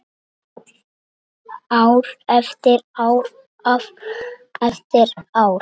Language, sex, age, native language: Icelandic, other, 6, Icelandic